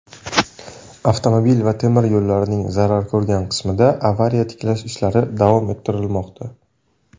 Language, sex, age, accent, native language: Uzbek, male, 18-24, Samarqand, Uzbek